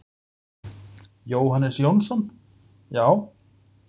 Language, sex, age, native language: Icelandic, male, 40-49, Icelandic